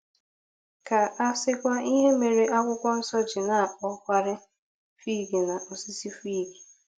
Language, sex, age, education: Igbo, female, 15-29, tertiary